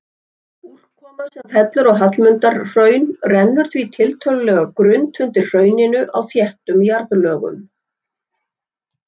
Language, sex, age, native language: Icelandic, female, 60-69, Icelandic